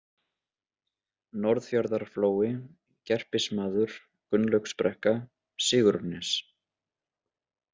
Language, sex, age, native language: Icelandic, male, 20-29, Icelandic